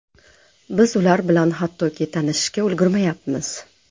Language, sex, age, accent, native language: Uzbek, female, 35+, Namangan, Uzbek